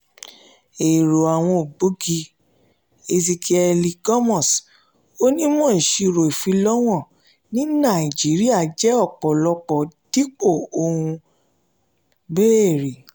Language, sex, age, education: Yoruba, female, 30-45, tertiary